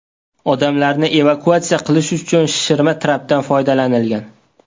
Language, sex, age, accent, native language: Uzbek, male, 18-24, Toshkent viloyati, Uzbek